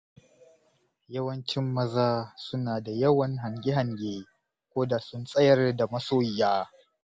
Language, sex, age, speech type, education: Hausa, male, 30-45, spontaneous, tertiary